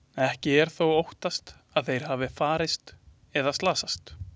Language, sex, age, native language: Icelandic, male, 20-29, Icelandic